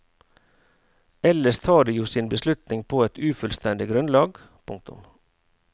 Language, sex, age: Norwegian, male, 49